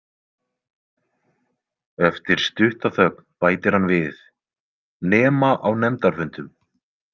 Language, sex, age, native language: Icelandic, male, 20-29, Icelandic